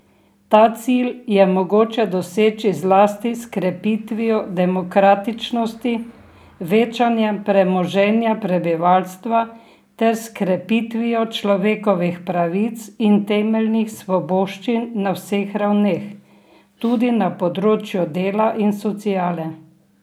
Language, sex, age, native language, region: Slovenian, female, 60+, Slovenian, Drava region